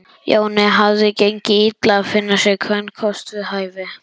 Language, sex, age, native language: Icelandic, male, 11, Icelandic